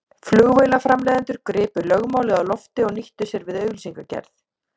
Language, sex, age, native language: Icelandic, female, 30-39, Icelandic